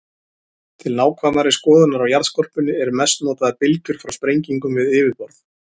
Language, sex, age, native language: Icelandic, male, 40-49, Icelandic